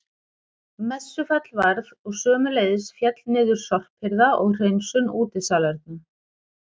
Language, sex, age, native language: Icelandic, female, 40-49, Icelandic